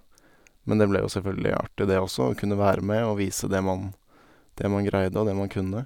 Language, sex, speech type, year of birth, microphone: Norwegian, male, spontaneous, 1990, Sennheiser